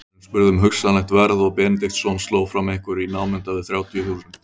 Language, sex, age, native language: Icelandic, male, 30-39, Icelandic